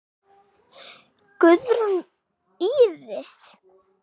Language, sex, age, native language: Icelandic, female, 8, Icelandic